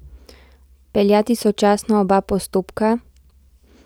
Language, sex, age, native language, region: Slovenian, female, 18-29, Slovenian, Central Slovenia